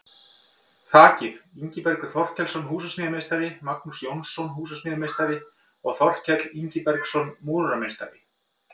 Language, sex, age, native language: Icelandic, male, 50-59, Icelandic